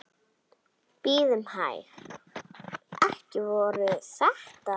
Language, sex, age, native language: Icelandic, female, 8, Icelandic